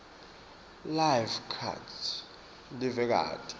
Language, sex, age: Swati, male, 24